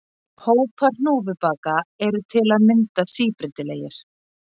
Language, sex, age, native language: Icelandic, female, 40-49, Icelandic